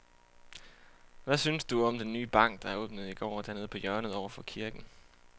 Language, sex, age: Danish, male, 28